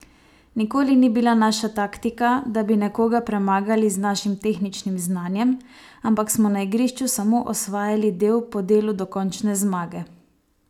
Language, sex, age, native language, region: Slovenian, female, 18-29, Slovenian, Savinja region